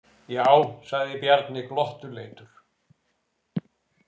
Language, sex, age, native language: Icelandic, male, 60-69, Icelandic